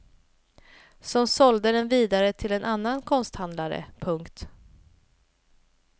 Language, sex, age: Swedish, female, 28